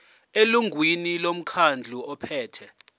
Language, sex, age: Zulu, male, 24